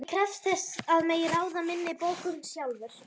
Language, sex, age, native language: Icelandic, female, 11, Icelandic